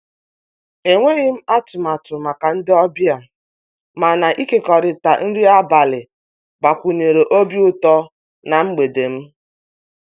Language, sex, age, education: Igbo, female, 30-45, tertiary